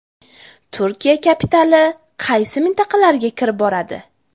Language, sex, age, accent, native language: Uzbek, female, 18-24, Buxoro, Uzbek